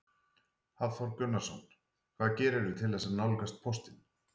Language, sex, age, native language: Icelandic, male, 40-49, Icelandic